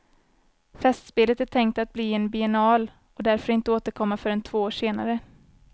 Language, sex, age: Swedish, female, 24